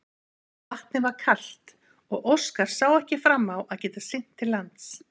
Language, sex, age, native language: Icelandic, female, 50-59, Icelandic